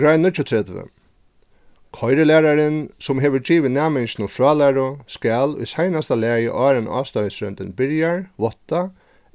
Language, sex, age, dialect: Faroese, male, 36-60, Suðurstreymoy